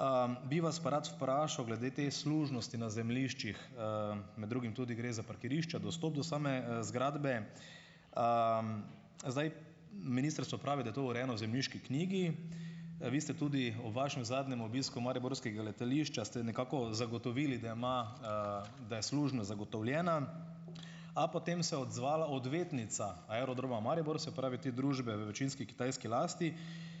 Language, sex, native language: Slovenian, male, Slovenian